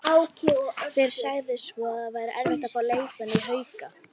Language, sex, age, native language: Icelandic, female, 60-69, Icelandic